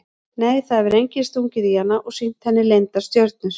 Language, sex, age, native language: Icelandic, female, 40-49, Icelandic